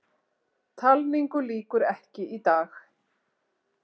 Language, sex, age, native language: Icelandic, female, 40-49, Icelandic